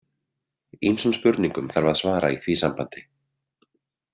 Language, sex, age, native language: Icelandic, male, 30-39, Icelandic